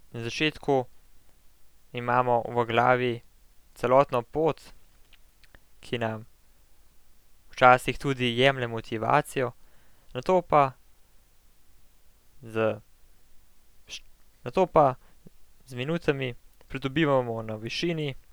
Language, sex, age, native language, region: Slovenian, male, 18-29, Slovenian, Central Slovenia